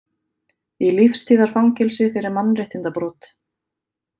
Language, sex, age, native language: Icelandic, female, 30-39, Icelandic